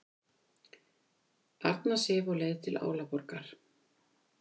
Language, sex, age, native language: Icelandic, female, 50-59, Icelandic